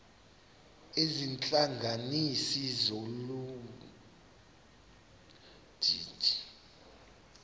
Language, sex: Xhosa, male